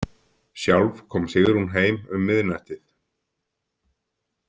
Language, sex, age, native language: Icelandic, male, 50-59, Icelandic